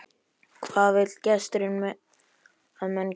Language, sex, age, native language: Icelandic, male, 11, Icelandic